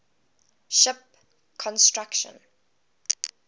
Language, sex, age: English, female, 20